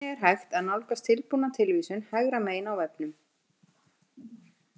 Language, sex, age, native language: Icelandic, female, 50-59, Icelandic